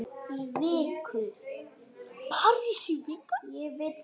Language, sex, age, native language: Icelandic, female, 8, Icelandic